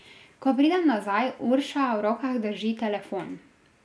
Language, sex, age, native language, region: Slovenian, female, 18-29, Slovenian, Drava region